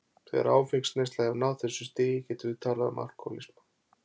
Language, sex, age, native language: Icelandic, male, 40-49, Icelandic